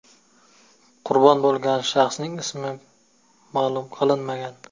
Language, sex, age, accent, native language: Uzbek, male, 25-34, Jizzax, Uzbek